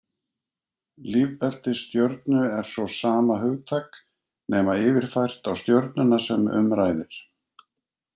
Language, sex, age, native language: Icelandic, male, 50-59, Icelandic